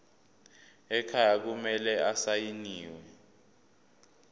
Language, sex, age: Zulu, male, 22